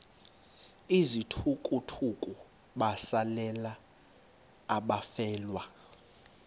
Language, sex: Xhosa, male